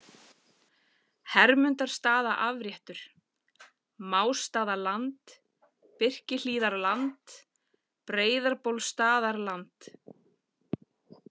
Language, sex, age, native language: Icelandic, female, 40-49, Icelandic